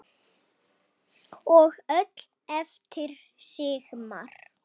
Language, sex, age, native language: Icelandic, female, 5, Icelandic